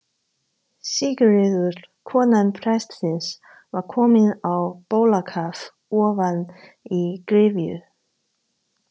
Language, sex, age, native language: Icelandic, female, 30-39, Chinese